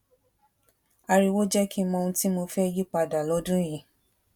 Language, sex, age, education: Yoruba, female, 15-29, tertiary